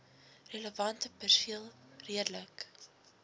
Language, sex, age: Afrikaans, female, 19